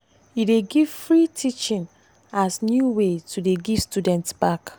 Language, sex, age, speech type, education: Nigerian Pidgin, female, 15-29, spontaneous, tertiary